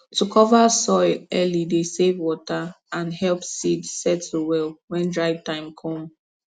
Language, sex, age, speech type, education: Nigerian Pidgin, female, 15-29, spontaneous, tertiary